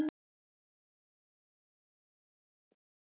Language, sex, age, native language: Icelandic, male, 10, Icelandic